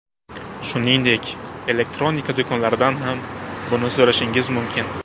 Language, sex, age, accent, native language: Uzbek, male, 18-24, Buxoro, Uzbek